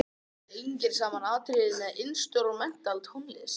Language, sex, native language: Icelandic, other, Icelandic